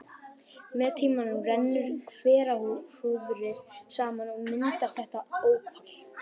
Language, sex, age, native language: Icelandic, male, 12, Icelandic